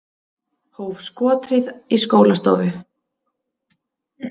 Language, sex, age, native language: Icelandic, female, 30-39, Icelandic